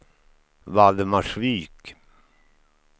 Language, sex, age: Swedish, male, 53